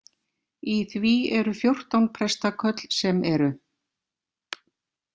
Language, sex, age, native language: Icelandic, female, 50-59, Icelandic